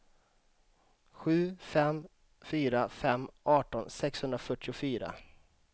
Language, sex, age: Swedish, male, 35